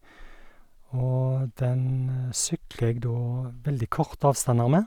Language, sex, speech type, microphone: Norwegian, male, spontaneous, Sennheiser